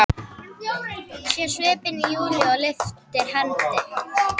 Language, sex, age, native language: Icelandic, female, 11, Icelandic